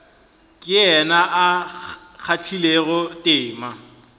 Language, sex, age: Northern Sotho, male, 23